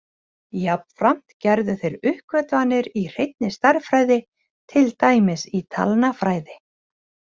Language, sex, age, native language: Icelandic, female, 40-49, Icelandic